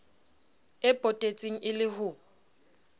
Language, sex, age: Southern Sotho, female, 29